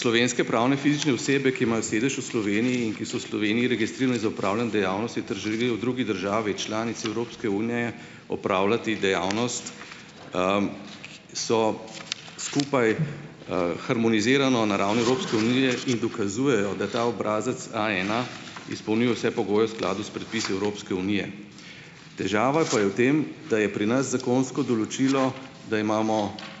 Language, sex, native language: Slovenian, male, Slovenian